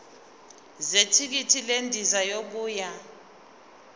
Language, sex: Zulu, female